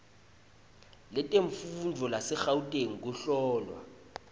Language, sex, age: Swati, male, 20